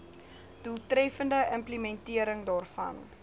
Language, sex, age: Afrikaans, female, 19